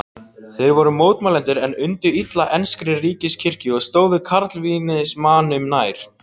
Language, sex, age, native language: Icelandic, other, 18-19, Icelandic